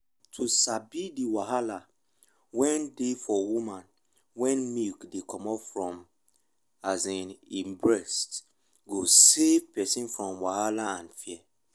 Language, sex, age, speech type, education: Nigerian Pidgin, male, 15-29, spontaneous, tertiary